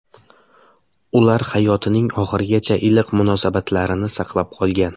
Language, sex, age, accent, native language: Uzbek, male, 18-24, Samarqand, Uzbek